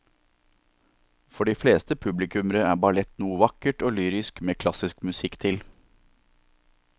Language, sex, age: Norwegian, male, 47